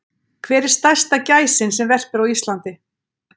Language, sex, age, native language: Icelandic, female, 60-69, Icelandic